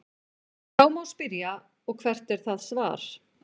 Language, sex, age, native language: Icelandic, female, 40-49, Icelandic